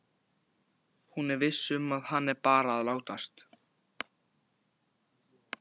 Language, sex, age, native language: Icelandic, male, 14, Icelandic